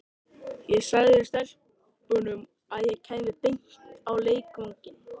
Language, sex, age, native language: Icelandic, male, 13, Icelandic